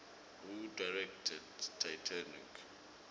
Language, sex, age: Swati, male, 25